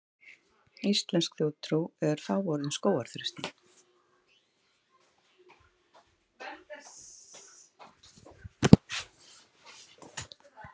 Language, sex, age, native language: Icelandic, female, 60-69, Icelandic